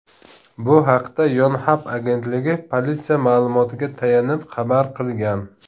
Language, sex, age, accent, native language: Uzbek, male, 30-39, Namangan, Tajik